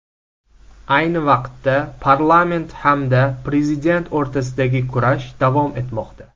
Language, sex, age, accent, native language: Uzbek, male, 19-29, Samarqand, Uzbek